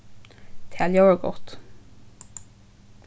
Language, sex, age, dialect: Faroese, female, 15-35, Suðurstreymoy